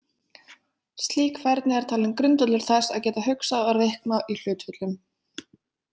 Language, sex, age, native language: Icelandic, female, 20-29, Icelandic